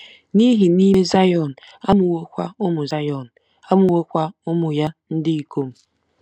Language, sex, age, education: Igbo, female, 15-29, tertiary